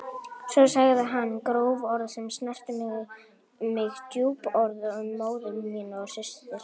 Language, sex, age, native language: Icelandic, male, 18-19, Icelandic